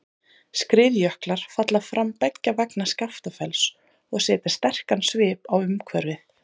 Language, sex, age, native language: Icelandic, female, 30-39, Icelandic